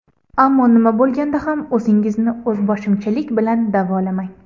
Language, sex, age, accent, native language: Uzbek, female, 18-24, Andijon, Uzbek